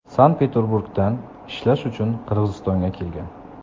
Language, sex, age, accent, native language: Uzbek, male, 25-34, Samarqand, Uzbek